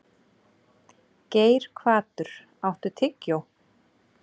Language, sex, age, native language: Icelandic, female, 30-39, Icelandic